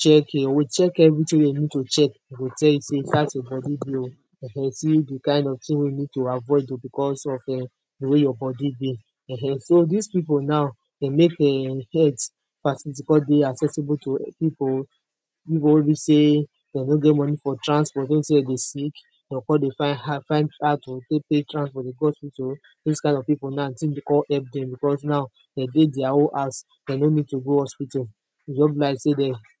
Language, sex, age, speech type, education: Nigerian Pidgin, female, 30-45, spontaneous, tertiary